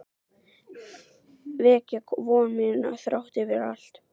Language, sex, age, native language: Icelandic, female, 12, Icelandic